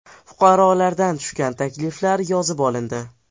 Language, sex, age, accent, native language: Uzbek, male, 12-17, Farg'ona, Uzbek